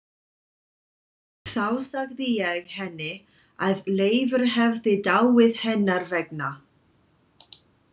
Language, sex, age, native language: Icelandic, female, 20-29, English